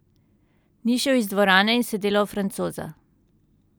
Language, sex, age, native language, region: Slovenian, female, 30-49, Slovenian, Central Slovenia